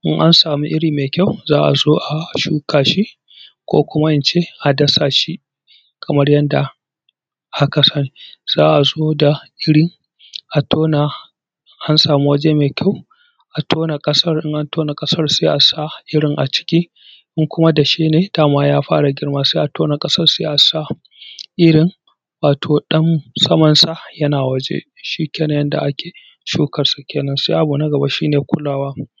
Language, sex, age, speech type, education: Hausa, male, 30-45, spontaneous, tertiary